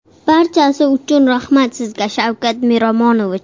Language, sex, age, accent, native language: Uzbek, male, 40-49, Surxondaryo, Uzbek